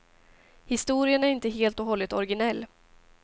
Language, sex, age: Swedish, female, 18